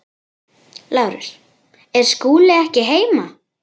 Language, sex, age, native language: Icelandic, female, 10, Icelandic